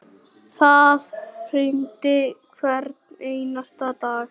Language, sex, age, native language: Icelandic, male, 9, Icelandic